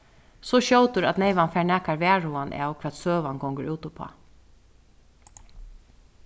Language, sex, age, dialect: Faroese, female, 36-60, Suðuroy